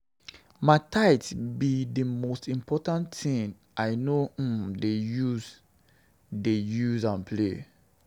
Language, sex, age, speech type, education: Nigerian Pidgin, male, 30-45, spontaneous, secondary